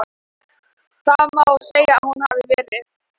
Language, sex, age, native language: Icelandic, female, 13, Thai